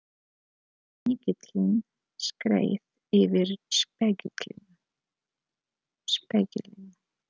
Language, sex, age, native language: Icelandic, female, 30-39, Polish